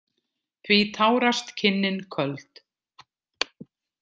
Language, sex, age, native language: Icelandic, female, 50-59, Icelandic